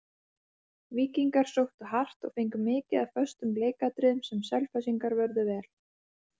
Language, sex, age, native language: Icelandic, female, 30-39, Icelandic